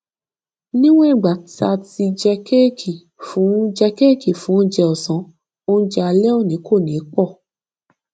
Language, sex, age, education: Yoruba, female, 15-29, tertiary